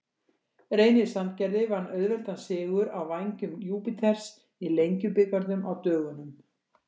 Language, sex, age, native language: Icelandic, female, 60-69, Icelandic